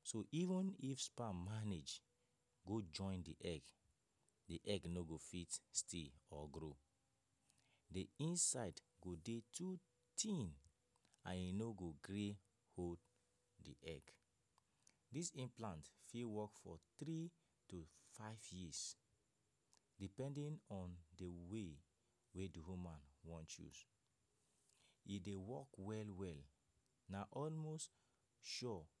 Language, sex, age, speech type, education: Nigerian Pidgin, male, 15-29, spontaneous, tertiary